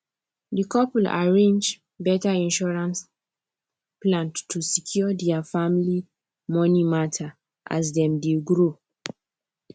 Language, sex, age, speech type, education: Nigerian Pidgin, female, 15-29, spontaneous, tertiary